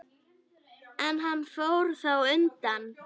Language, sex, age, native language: Icelandic, female, 9, Icelandic